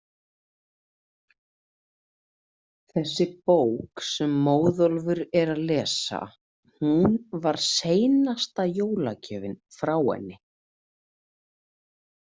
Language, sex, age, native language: Icelandic, female, 30-39, Icelandic